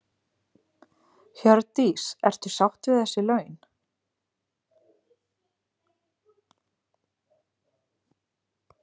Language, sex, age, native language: Icelandic, female, 30-39, Icelandic